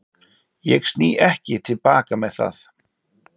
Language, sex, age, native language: Icelandic, male, 40-49, Icelandic